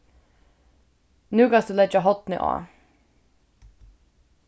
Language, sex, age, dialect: Faroese, female, 15-35, Suðurstreymoy